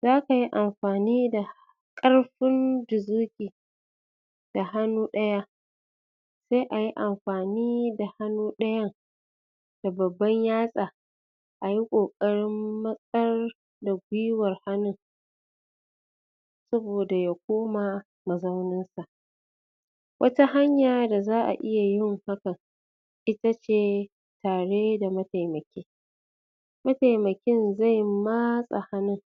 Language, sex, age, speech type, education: Hausa, female, 30-45, spontaneous, tertiary